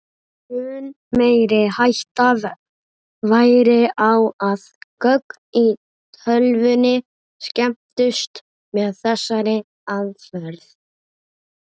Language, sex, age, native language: Icelandic, female, 30-39, Icelandic